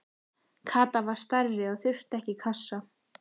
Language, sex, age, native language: Icelandic, female, 14, Icelandic